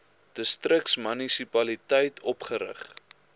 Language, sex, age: Afrikaans, male, 21